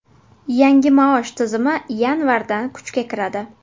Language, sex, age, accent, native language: Uzbek, female, 18-24, Buxoro, Uzbek